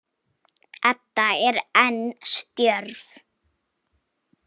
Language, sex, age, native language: Icelandic, female, 18-19, Polish